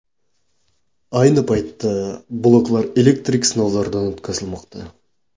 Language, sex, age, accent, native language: Uzbek, male, 18-24, Qoraqalpog'iston, Karakalpak